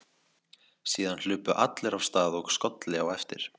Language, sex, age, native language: Icelandic, male, 20-29, Icelandic